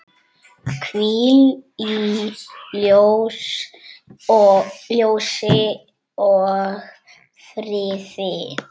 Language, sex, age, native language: Icelandic, male, 9, Icelandic